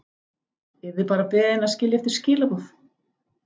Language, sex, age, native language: Icelandic, female, 14, Icelandic